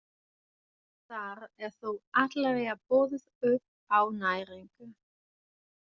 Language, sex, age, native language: Icelandic, female, 20-29, German